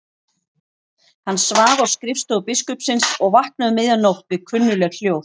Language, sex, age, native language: Icelandic, female, 40-49, Icelandic